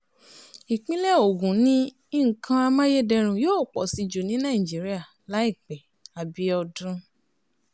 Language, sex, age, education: Yoruba, female, 30-45, tertiary